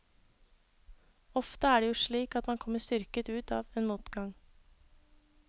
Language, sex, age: Norwegian, female, 26